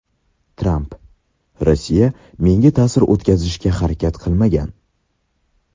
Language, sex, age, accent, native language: Uzbek, male, under 19, Sirdaryo, Uzbek